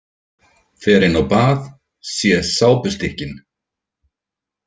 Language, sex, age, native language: Icelandic, male, 50-59, Icelandic